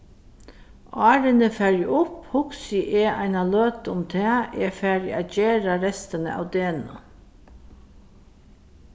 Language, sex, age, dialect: Faroese, female, 36-60, Suðurstreymoy